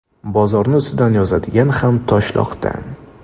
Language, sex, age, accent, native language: Uzbek, male, 18-24, Namangan, Uzbek